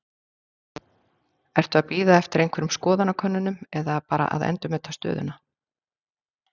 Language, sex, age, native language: Icelandic, female, 40-49, Icelandic